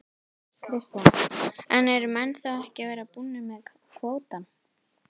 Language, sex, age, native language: Icelandic, female, 18-19, Icelandic